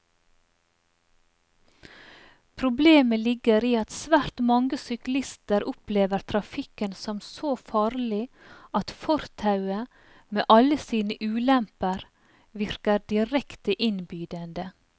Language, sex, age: Norwegian, female, 44